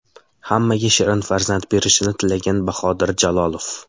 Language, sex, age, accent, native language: Uzbek, male, 18-24, Samarqand, Uzbek